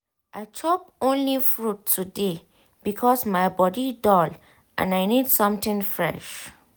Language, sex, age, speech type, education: Nigerian Pidgin, female, 15-29, spontaneous, tertiary